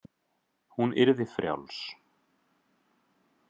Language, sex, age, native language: Icelandic, male, 30-39, Icelandic